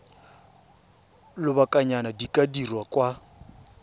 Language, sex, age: Tswana, male, 23